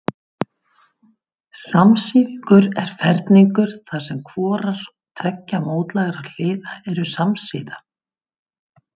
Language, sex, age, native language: Icelandic, female, 50-59, Icelandic